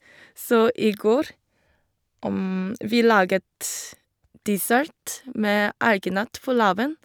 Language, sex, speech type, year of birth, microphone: Norwegian, female, spontaneous, 1989, Shure